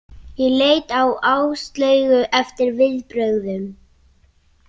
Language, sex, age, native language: Icelandic, female, 18-19, Icelandic